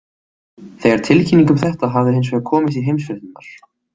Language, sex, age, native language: Icelandic, male, 18-19, Icelandic